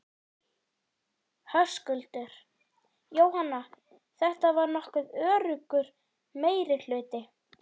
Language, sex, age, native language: Icelandic, female, 11, Icelandic